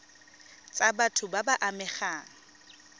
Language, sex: Tswana, female